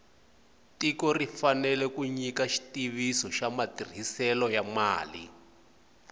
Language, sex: Tsonga, male